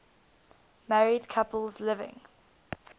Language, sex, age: English, female, 19